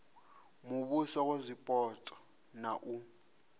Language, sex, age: Venda, male, 26